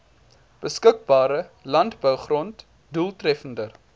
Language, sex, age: Afrikaans, male, 19